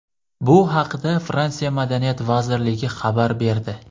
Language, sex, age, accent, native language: Uzbek, male, 18-24, Sirdaryo, Uzbek